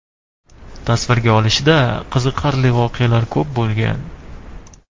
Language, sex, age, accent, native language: Uzbek, male, 19-29, Toshkent shahri, Uzbek